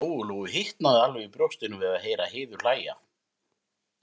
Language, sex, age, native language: Icelandic, male, 50-59, Icelandic